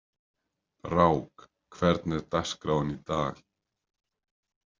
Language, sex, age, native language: Icelandic, male, 30-39, Icelandic